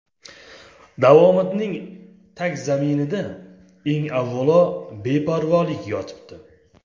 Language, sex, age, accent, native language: Uzbek, male, 25-34, Samarqand, Uzbek